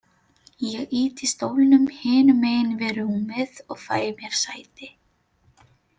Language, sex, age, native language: Icelandic, female, 30-39, Filipino